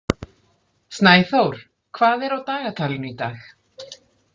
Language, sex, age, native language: Icelandic, female, 40-49, Icelandic